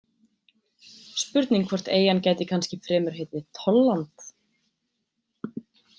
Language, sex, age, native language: Icelandic, female, 20-29, Icelandic